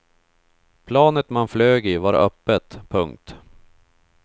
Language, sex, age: Swedish, male, 31